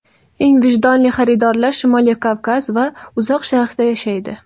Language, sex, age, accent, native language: Uzbek, female, 19-29, Toshkent viloyati, Uzbek